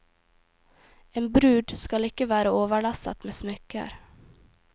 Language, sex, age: Norwegian, female, 18